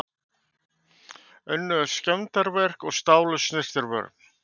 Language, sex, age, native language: Icelandic, male, 50-59, Icelandic